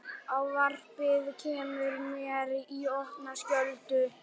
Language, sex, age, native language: Icelandic, male, 11, Icelandic